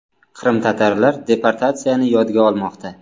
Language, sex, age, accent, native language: Uzbek, male, 25-34, Samarqand, Uzbek